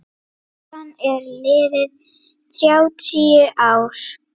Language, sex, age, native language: Icelandic, female, 8, Icelandic